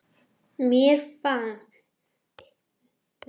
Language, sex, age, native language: Icelandic, female, 18-19, Icelandic